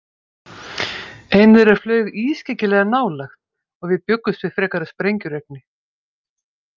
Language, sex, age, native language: Icelandic, female, 50-59, Icelandic